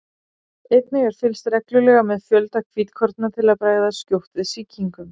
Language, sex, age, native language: Icelandic, female, 40-49, Icelandic